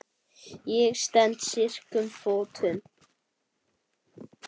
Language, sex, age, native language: Icelandic, male, 8, Icelandic